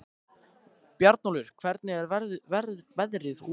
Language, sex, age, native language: Icelandic, male, 13, Icelandic